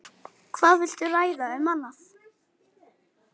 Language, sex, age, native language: Icelandic, female, 8, Icelandic